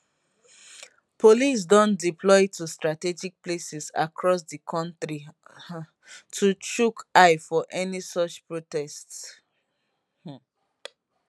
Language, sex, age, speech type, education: Nigerian Pidgin, female, 15-29, spontaneous, tertiary